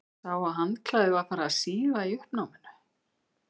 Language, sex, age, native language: Icelandic, female, 50-59, Icelandic